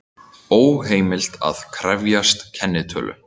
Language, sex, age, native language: Icelandic, male, 18-19, Icelandic